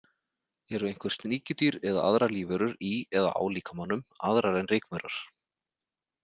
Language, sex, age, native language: Icelandic, male, 40-49, Icelandic